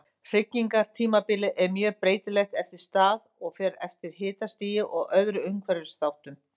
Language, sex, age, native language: Icelandic, female, 50-59, Icelandic